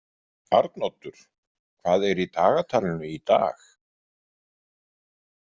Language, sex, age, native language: Icelandic, male, 50-59, Icelandic